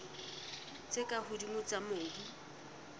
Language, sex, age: Southern Sotho, female, 19